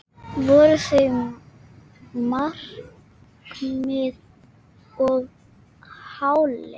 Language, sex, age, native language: Icelandic, female, 8, Icelandic